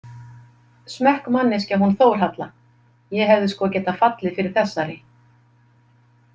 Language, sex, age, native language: Icelandic, female, 50-59, Icelandic